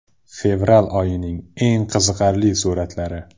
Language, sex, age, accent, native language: Uzbek, male, 18-24, Qoraqalpog'iston, Uzbek